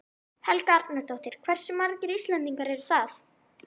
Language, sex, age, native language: Icelandic, female, 11, Icelandic